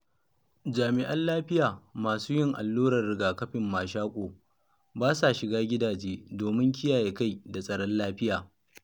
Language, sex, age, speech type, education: Hausa, male, 30-45, read, secondary